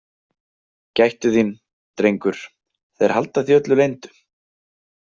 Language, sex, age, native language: Icelandic, male, 20-29, Icelandic